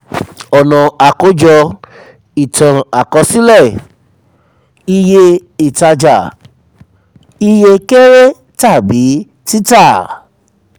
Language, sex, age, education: Yoruba, male, 30-45, tertiary